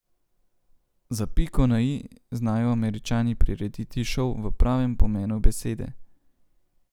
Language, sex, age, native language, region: Slovenian, male, 30-49, Slovenian, Central Slovenia